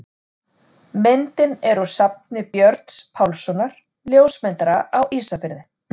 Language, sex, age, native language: Icelandic, female, 40-49, Icelandic